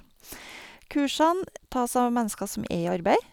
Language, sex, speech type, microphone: Norwegian, female, spontaneous, Sennheiser